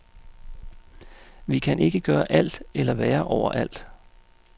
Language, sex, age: Danish, male, 35